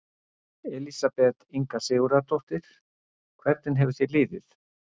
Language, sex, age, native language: Icelandic, male, 60-69, Icelandic